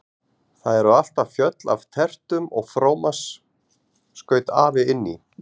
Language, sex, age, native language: Icelandic, male, 40-49, Icelandic